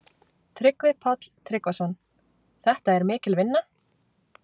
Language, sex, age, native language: Icelandic, female, 20-29, Icelandic